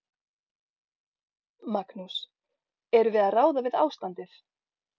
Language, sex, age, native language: Icelandic, female, 40-49, Icelandic